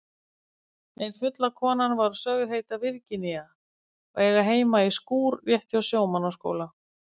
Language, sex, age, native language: Icelandic, female, 50-59, Icelandic